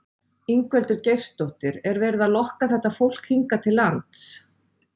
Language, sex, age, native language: Icelandic, female, 40-49, Icelandic